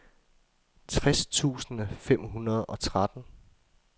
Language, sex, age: Danish, male, 24